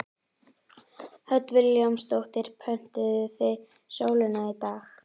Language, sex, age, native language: Icelandic, female, 11, Icelandic